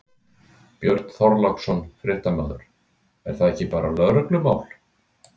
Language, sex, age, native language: Icelandic, male, 60-69, Icelandic